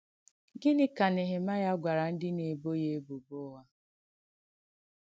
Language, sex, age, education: Igbo, female, 15-29, tertiary